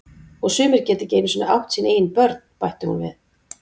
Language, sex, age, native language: Icelandic, female, 40-49, Icelandic